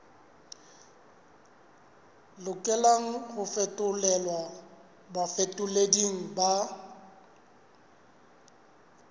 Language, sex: Southern Sotho, male